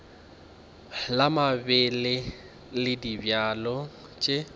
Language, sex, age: Northern Sotho, male, 24